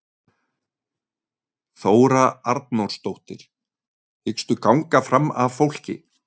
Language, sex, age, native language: Icelandic, male, 30-39, Icelandic